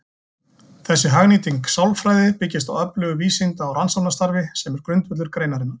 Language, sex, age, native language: Icelandic, male, 40-49, Icelandic